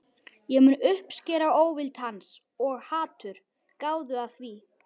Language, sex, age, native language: Icelandic, male, 12, Icelandic